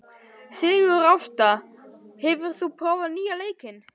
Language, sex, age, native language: Icelandic, male, 12, Icelandic